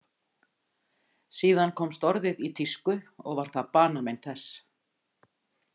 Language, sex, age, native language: Icelandic, female, 50-59, Icelandic